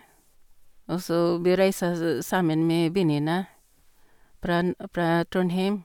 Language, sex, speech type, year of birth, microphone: Norwegian, female, spontaneous, 1962, Sennheiser